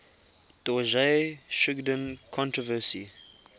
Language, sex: English, male